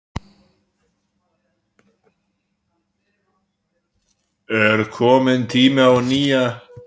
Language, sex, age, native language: Icelandic, male, 13, Icelandic